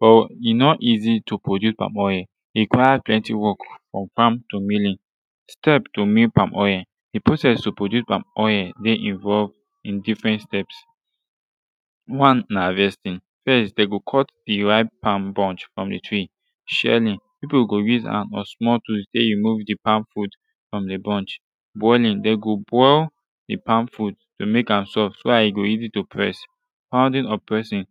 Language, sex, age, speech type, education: Nigerian Pidgin, male, 15-29, spontaneous, tertiary